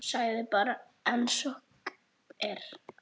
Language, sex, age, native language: Icelandic, male, 8, Icelandic